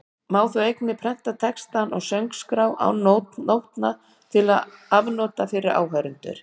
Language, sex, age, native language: Icelandic, female, 60-69, Icelandic